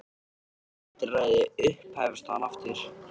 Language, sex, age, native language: Icelandic, male, 13, Icelandic